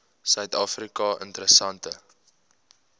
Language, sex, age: Afrikaans, male, 18